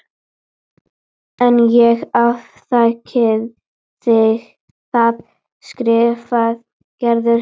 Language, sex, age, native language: Icelandic, female, 12, Icelandic